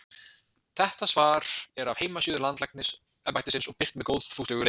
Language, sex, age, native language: Icelandic, male, 20-29, Icelandic